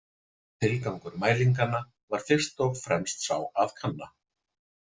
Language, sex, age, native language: Icelandic, male, 40-49, Icelandic